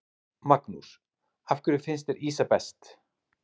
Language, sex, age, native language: Icelandic, male, 30-39, Icelandic